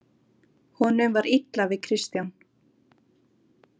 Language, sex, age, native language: Icelandic, female, 20-29, Icelandic